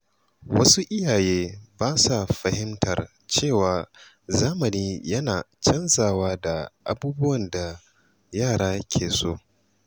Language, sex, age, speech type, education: Hausa, male, 15-29, spontaneous, tertiary